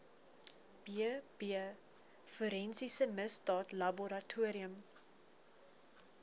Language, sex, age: Afrikaans, female, 20